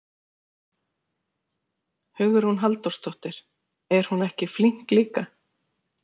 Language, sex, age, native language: Icelandic, female, 40-49, Icelandic